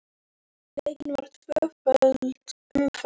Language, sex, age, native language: Icelandic, female, 10, Icelandic